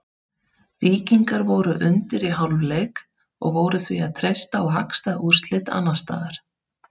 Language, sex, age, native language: Icelandic, female, 30-39, Icelandic